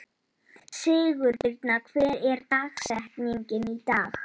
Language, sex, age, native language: Icelandic, male, 12, Polish